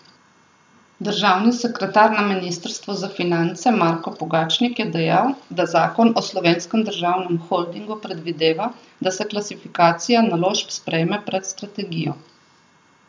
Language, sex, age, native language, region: Slovenian, female, 30-49, Slovenian, Southeast Slovenia